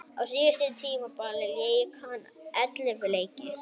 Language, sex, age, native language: Icelandic, female, 30-39, Icelandic